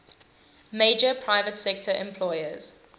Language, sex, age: English, female, 21